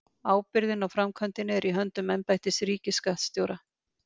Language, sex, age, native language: Icelandic, female, 50-59, Icelandic